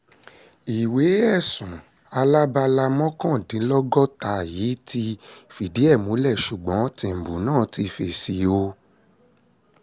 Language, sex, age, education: Yoruba, male, 30-45, secondary